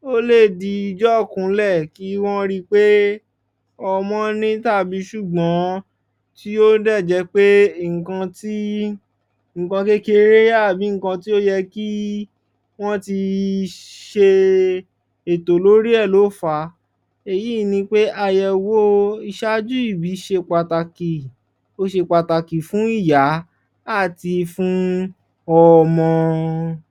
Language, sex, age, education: Yoruba, male, 15-29, tertiary